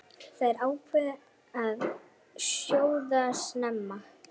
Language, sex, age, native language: Icelandic, female, 9, Icelandic